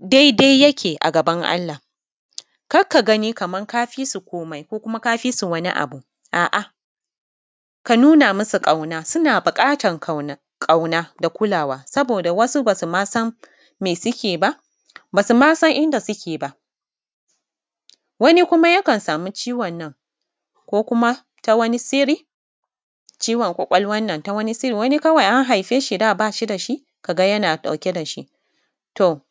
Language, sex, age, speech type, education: Hausa, female, 15-29, spontaneous, tertiary